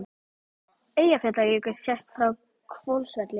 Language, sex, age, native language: Icelandic, female, 12, Icelandic